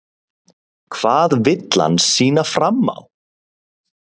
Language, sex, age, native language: Icelandic, male, 30-39, Icelandic